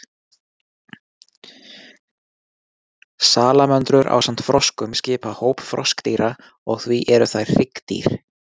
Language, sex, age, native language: Icelandic, male, 40-49, Icelandic